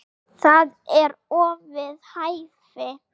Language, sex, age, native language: Icelandic, female, 8, Icelandic